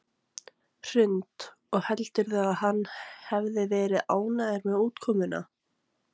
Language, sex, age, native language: Icelandic, female, 18-19, Icelandic